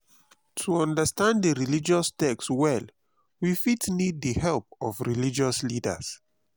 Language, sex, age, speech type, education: Nigerian Pidgin, male, 30-45, spontaneous, tertiary